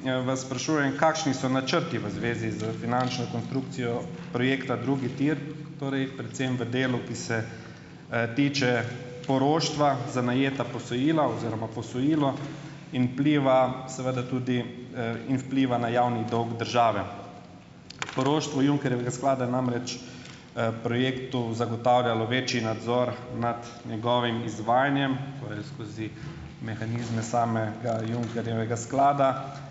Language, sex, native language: Slovenian, male, Slovenian